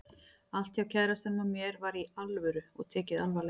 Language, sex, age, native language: Icelandic, female, 40-49, Icelandic